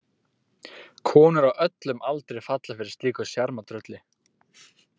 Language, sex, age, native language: Icelandic, male, 18-19, Icelandic